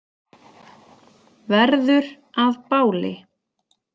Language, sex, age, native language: Icelandic, female, 40-49, Icelandic